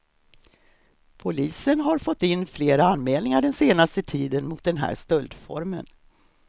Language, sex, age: Swedish, female, 63